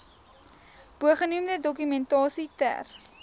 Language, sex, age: Afrikaans, female, 19